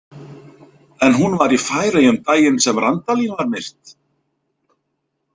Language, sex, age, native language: Icelandic, male, 50-59, Icelandic